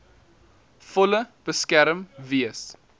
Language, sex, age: Afrikaans, male, 19